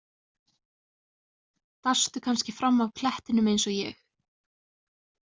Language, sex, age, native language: Icelandic, female, 20-29, Icelandic